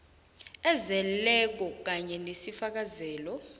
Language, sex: South Ndebele, female